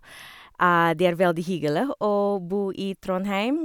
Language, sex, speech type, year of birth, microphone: Norwegian, female, spontaneous, 1978, Sennheiser